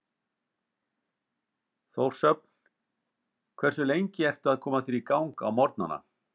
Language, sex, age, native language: Icelandic, male, 50-59, Icelandic